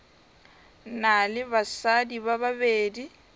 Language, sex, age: Northern Sotho, female, 21